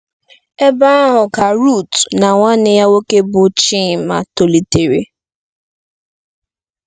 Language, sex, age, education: Igbo, female, 15-29, tertiary